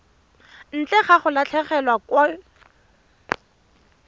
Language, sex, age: Tswana, female, 31